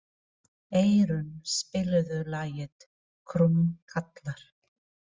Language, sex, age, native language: Icelandic, female, 40-49, Filipino